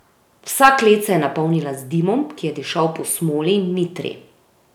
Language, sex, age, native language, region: Slovenian, female, 30-49, Slovenian, Drava region